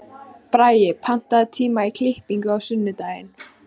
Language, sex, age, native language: Icelandic, female, 15, Icelandic